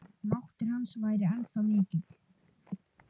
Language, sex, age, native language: Icelandic, male, 9, Icelandic